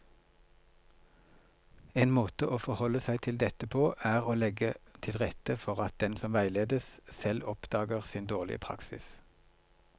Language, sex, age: Norwegian, male, 42